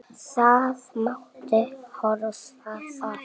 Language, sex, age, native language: Icelandic, female, 7, Icelandic